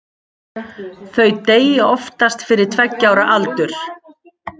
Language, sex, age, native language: Icelandic, female, 40-49, Icelandic